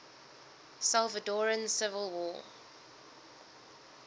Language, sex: English, female